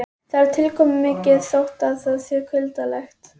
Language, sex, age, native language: Icelandic, female, 11, Icelandic